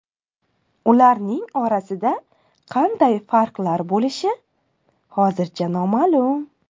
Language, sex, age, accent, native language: Uzbek, female, 19-29, Samarqand, Uzbek